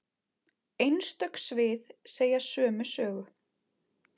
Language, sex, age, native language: Icelandic, male, 10, Icelandic